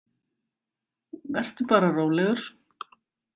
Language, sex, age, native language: Icelandic, female, 50-59, Icelandic